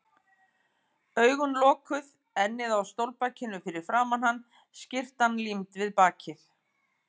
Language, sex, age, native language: Icelandic, female, 50-59, Icelandic